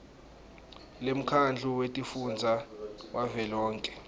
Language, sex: Swati, male